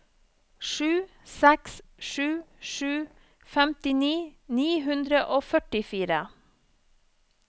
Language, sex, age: Norwegian, female, 34